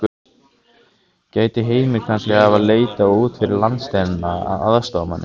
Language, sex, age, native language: Icelandic, male, 15, Icelandic